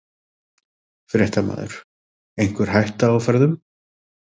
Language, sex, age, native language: Icelandic, male, 30-39, Icelandic